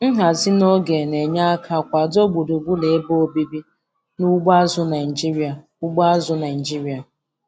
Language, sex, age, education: Igbo, female, 15-29, tertiary